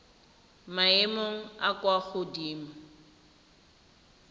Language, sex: Tswana, female